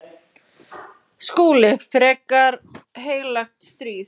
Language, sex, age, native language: Icelandic, female, 10, Icelandic